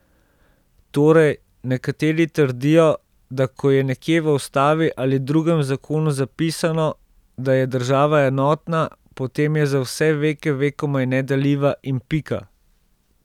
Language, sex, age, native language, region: Slovenian, male, 30-49, Slovenian, Central Slovenia